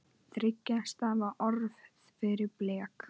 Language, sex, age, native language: Icelandic, male, 9, Icelandic